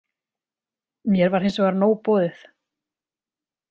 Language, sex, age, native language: Icelandic, female, 30-39, Icelandic